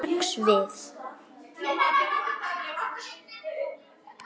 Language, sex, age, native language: Icelandic, female, 9, Icelandic